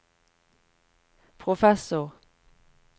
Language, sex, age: Norwegian, female, 45